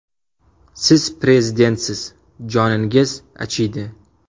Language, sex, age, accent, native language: Uzbek, male, 18-24, Surxondaryo, Uzbek